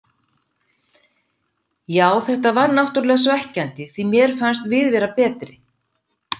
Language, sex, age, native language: Icelandic, female, 50-59, Icelandic